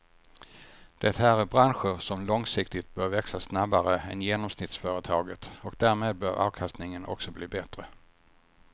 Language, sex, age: Swedish, male, 50